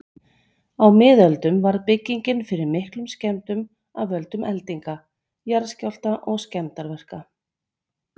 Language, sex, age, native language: Icelandic, female, 40-49, Icelandic